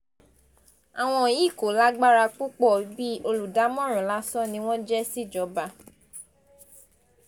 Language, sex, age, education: Yoruba, female, 15-29, tertiary